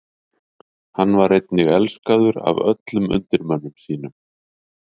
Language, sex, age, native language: Icelandic, male, 50-59, Icelandic